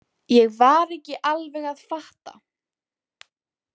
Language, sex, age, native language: Icelandic, female, 18-19, Icelandic